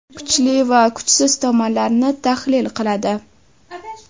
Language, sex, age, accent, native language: Uzbek, female, 18-24, Toshkent shahri, Uzbek